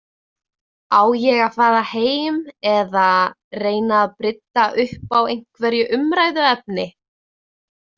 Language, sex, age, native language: Icelandic, female, 20-29, Icelandic